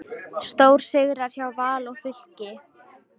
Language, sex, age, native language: Icelandic, female, 18-19, Icelandic